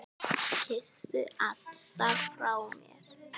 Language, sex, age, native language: Icelandic, female, 9, Icelandic